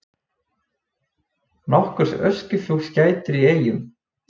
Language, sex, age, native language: Icelandic, male, 20-29, Icelandic